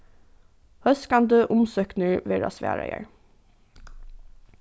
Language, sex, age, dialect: Faroese, female, 15-35, Norðuroyggjar